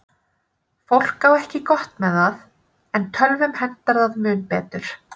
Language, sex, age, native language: Icelandic, female, 30-39, Icelandic